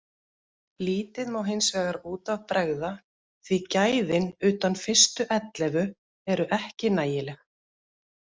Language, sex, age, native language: Icelandic, female, 50-59, Icelandic